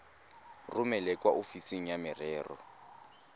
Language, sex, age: Tswana, male, 19